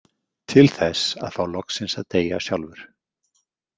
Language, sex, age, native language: Icelandic, male, 50-59, Icelandic